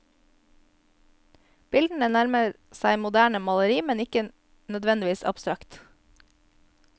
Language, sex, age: Norwegian, female, 22